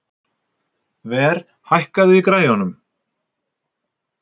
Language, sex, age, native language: Icelandic, male, 50-59, Icelandic